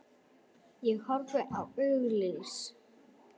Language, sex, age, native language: Icelandic, female, 9, Icelandic